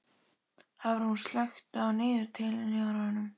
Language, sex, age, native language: Icelandic, female, 12, Icelandic